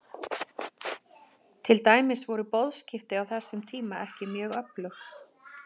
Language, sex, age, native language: Icelandic, female, 40-49, Icelandic